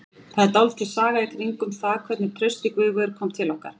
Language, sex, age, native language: Icelandic, female, 40-49, Icelandic